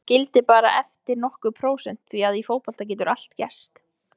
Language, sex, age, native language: Icelandic, female, 20-29, Icelandic